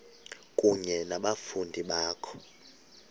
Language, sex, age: Xhosa, male, 31